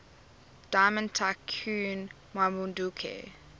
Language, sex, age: English, female, 24